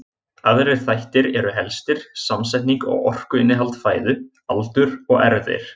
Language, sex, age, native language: Icelandic, male, 20-29, Icelandic